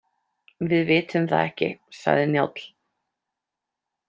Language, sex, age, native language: Icelandic, female, 30-39, Icelandic